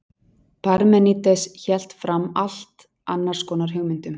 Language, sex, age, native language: Icelandic, female, 40-49, Icelandic